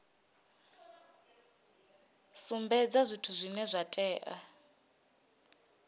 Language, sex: Venda, female